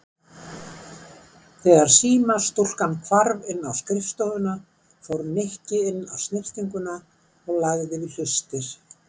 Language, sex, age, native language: Icelandic, female, 70-79, Icelandic